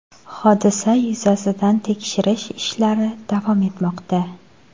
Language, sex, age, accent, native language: Uzbek, female, 18-24, Xorazm, Uzbek